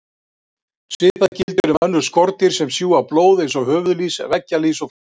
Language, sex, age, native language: Icelandic, male, 60-69, Icelandic